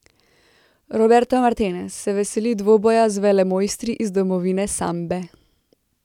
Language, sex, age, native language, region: Slovenian, female, 18-29, Slovenian, Central Slovenia